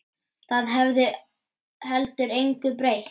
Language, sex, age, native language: Icelandic, male, 10, Icelandic